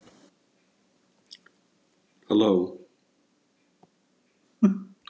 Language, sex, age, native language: Icelandic, male, 70-79, Icelandic